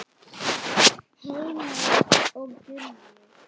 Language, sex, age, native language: Icelandic, female, 9, Icelandic